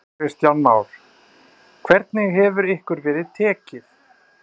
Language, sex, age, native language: Icelandic, male, 30-39, Icelandic